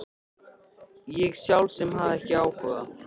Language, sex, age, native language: Icelandic, male, 13, Icelandic